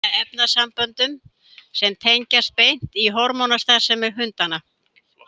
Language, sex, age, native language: Icelandic, female, 70-79, Icelandic